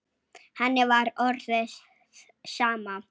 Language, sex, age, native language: Icelandic, female, 7, Icelandic